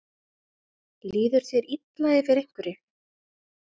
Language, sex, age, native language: Icelandic, female, 20-29, Icelandic